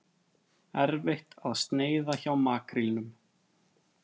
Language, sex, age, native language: Icelandic, male, 30-39, Icelandic